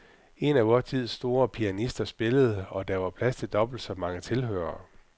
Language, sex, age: Danish, male, 44